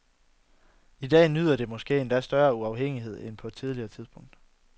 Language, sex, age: Danish, male, 22